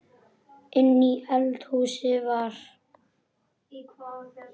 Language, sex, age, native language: Icelandic, male, 9, Icelandic